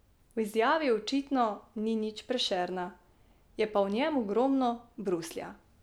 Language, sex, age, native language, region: Slovenian, female, 18-29, Slovenian, Drava region